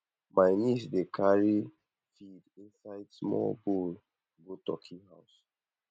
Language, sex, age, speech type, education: Nigerian Pidgin, male, 15-29, spontaneous, tertiary